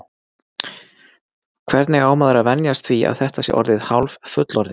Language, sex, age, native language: Icelandic, male, 40-49, Icelandic